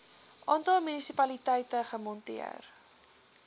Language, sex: Afrikaans, female